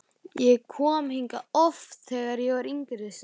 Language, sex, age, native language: Icelandic, male, 12, Icelandic